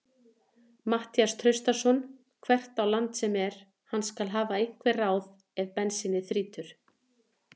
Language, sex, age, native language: Icelandic, female, 40-49, Icelandic